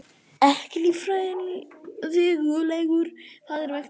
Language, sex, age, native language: Icelandic, female, 50-59, Icelandic